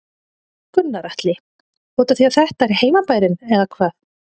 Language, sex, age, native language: Icelandic, female, 30-39, Icelandic